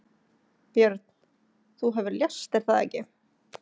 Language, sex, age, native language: Icelandic, female, 30-39, Icelandic